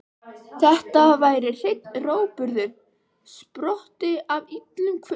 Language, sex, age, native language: Icelandic, female, 12, Icelandic